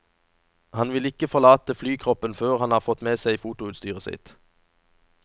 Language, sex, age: Norwegian, male, 37